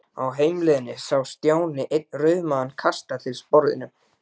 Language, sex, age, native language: Icelandic, male, 12, Icelandic